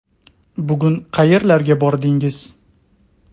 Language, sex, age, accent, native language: Uzbek, male, 30-39, Toshkent viloyati, Uzbek